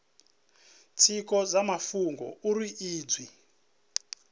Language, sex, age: Venda, male, 37